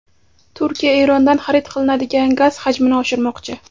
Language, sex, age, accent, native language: Uzbek, female, 18-24, Samarqand, Uzbek